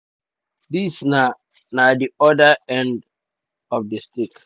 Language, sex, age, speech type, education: Nigerian Pidgin, male, 30-45, spontaneous, tertiary